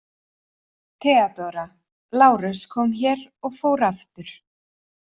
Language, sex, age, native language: Icelandic, female, 40-49, Icelandic